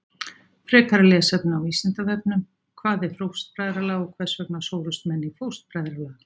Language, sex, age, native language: Icelandic, female, 60-69, Icelandic